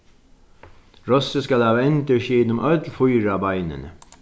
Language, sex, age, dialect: Faroese, male, 61+, Sandoy